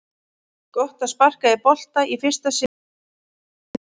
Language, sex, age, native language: Icelandic, female, 40-49, Icelandic